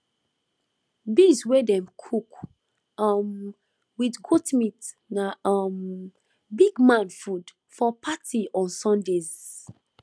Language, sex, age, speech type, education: Nigerian Pidgin, female, 15-29, spontaneous, tertiary